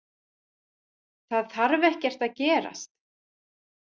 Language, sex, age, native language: Icelandic, female, 40-49, Icelandic